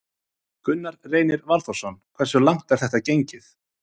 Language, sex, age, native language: Icelandic, male, 30-39, Icelandic